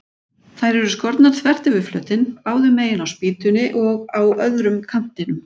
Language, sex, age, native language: Icelandic, female, 40-49, Icelandic